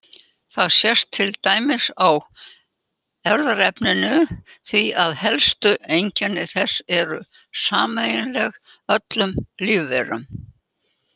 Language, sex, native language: Icelandic, female, Icelandic